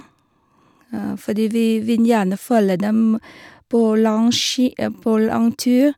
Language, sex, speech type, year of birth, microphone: Norwegian, female, spontaneous, 1973, Sennheiser